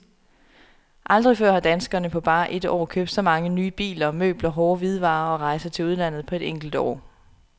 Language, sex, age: Danish, female, 27